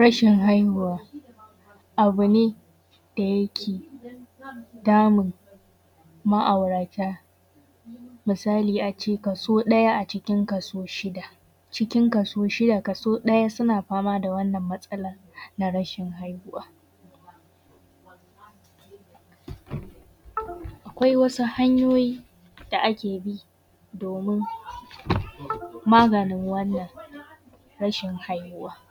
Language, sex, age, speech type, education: Hausa, female, 15-29, spontaneous, tertiary